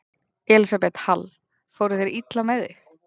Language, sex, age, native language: Icelandic, female, 20-29, Icelandic